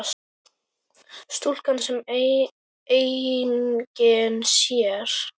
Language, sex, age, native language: Icelandic, male, 9, Icelandic